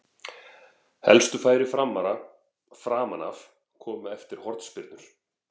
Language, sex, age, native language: Icelandic, male, 40-49, Icelandic